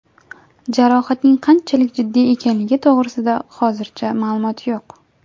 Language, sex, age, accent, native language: Uzbek, female, 18-24, Jizzax, Uzbek